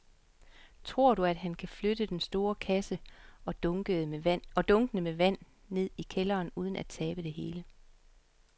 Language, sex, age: Danish, female, 50